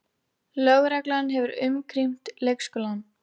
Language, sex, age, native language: Icelandic, female, 18-19, Icelandic